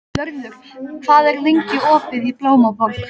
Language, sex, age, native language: Icelandic, female, 13, Icelandic